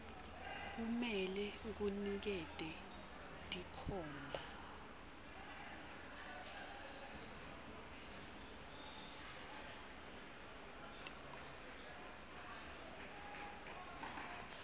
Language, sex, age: Swati, female, 22